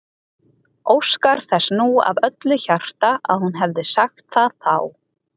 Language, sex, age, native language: Icelandic, female, 30-39, Icelandic